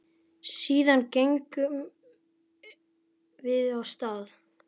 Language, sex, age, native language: Icelandic, male, 10, Icelandic